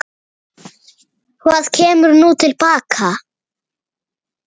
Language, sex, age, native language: Icelandic, male, 8, Icelandic